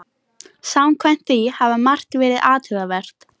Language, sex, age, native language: Icelandic, female, 18-19, Icelandic